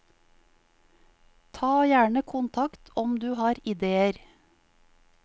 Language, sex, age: Norwegian, female, 50